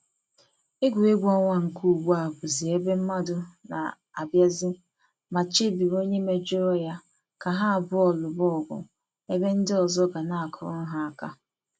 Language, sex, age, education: Igbo, female, 15-29, tertiary